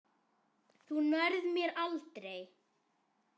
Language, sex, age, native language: Icelandic, female, 9, Icelandic